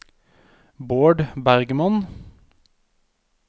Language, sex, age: Norwegian, male, 31